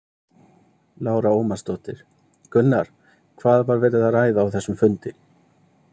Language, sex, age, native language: Icelandic, male, 30-39, Icelandic